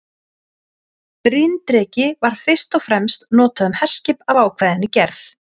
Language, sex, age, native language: Icelandic, female, 30-39, Icelandic